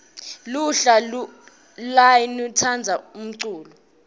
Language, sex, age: Swati, female, 19